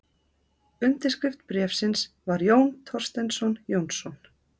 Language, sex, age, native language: Icelandic, female, 30-39, Icelandic